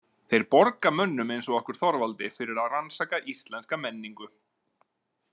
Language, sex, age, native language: Icelandic, male, 40-49, Icelandic